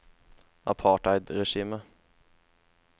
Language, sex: Norwegian, male